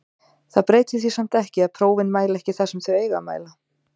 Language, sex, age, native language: Icelandic, female, 30-39, Icelandic